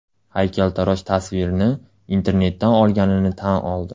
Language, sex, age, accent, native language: Uzbek, male, 18-24, Andijon, Uzbek